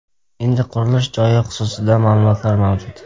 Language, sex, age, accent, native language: Uzbek, male, 12-17, Jizzax, Uzbek